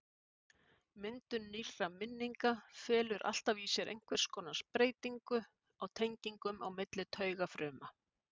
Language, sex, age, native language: Icelandic, female, 50-59, Icelandic